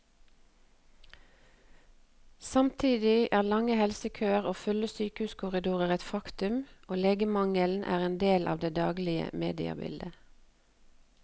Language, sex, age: Norwegian, female, 48